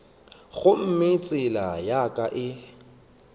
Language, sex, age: Northern Sotho, male, 25